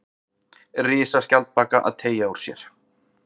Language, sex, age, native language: Icelandic, male, 40-49, Icelandic